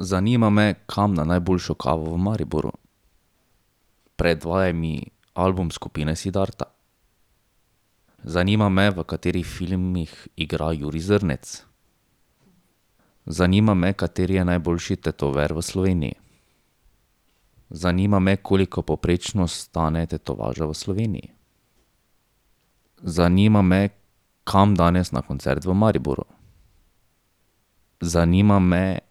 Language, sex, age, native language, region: Slovenian, male, 30-49, Slovenian, Drava region